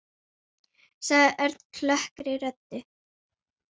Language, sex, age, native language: Icelandic, female, 9, Icelandic